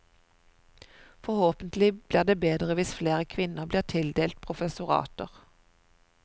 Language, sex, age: Norwegian, female, 41